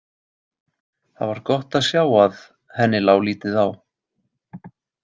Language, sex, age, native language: Icelandic, male, 20-29, Icelandic